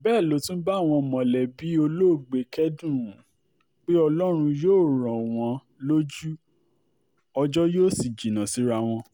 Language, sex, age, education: Yoruba, male, 30-45, tertiary